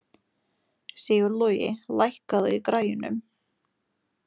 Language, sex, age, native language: Icelandic, female, 40-49, Lithuanian